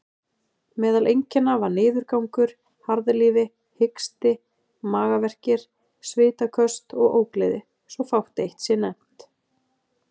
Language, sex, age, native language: Icelandic, female, 30-39, Icelandic